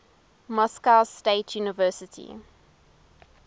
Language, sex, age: English, female, 19